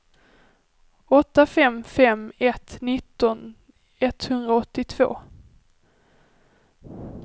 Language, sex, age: Swedish, female, 23